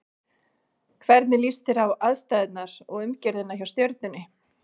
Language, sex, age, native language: Icelandic, female, 40-49, Icelandic